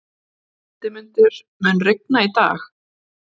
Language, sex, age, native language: Icelandic, female, 30-39, Icelandic